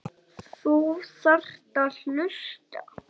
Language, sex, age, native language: Icelandic, male, 8, Icelandic